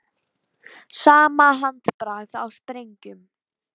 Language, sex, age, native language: Icelandic, female, 40-49, Icelandic